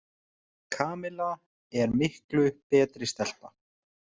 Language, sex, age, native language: Icelandic, male, 30-39, Icelandic